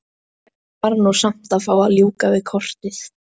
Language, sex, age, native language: Icelandic, female, 12, Icelandic